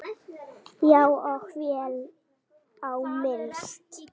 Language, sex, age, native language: Icelandic, female, 8, Icelandic